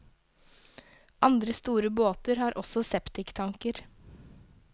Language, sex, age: Norwegian, female, 22